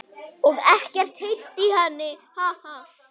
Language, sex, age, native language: Icelandic, other, 8, Icelandic